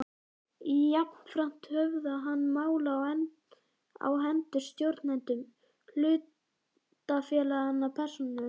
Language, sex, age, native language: Icelandic, male, 11, Icelandic